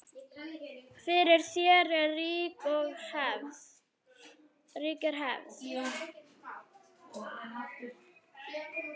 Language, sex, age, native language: Icelandic, female, 9, Icelandic